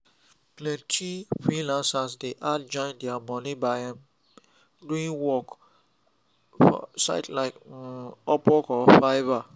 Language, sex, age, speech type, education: Nigerian Pidgin, male, 30-45, spontaneous, tertiary